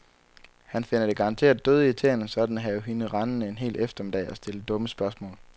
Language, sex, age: Danish, male, 23